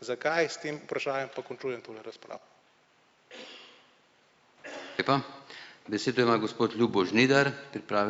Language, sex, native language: Slovenian, male, Slovenian